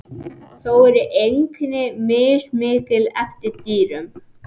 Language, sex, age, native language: Icelandic, male, 18-19, Icelandic